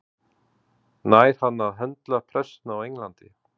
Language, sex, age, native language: Icelandic, male, 40-49, Icelandic